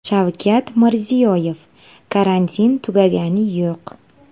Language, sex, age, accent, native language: Uzbek, female, 30-39, Navoiy, Uzbek